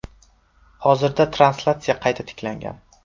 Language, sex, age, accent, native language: Uzbek, male, 12-17, Samarqand, Uzbek